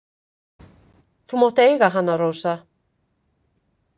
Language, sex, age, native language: Icelandic, female, 50-59, Icelandic